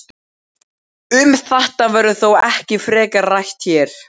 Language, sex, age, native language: Icelandic, male, 12, Icelandic